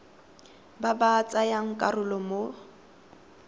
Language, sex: Tswana, female